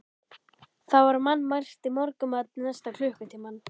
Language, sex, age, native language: Icelandic, male, 11, Icelandic